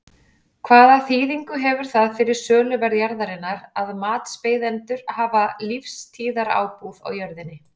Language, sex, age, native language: Icelandic, female, 40-49, Icelandic